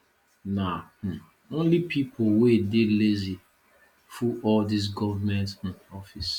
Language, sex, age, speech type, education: Nigerian Pidgin, male, 30-45, spontaneous, tertiary